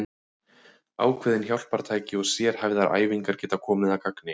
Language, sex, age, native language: Icelandic, male, 30-39, Icelandic